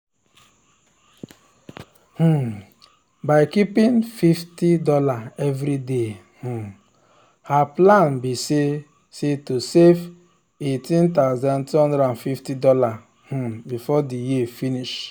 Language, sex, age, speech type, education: Nigerian Pidgin, male, 30-45, spontaneous, tertiary